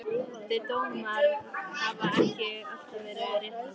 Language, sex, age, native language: Icelandic, female, 13, Icelandic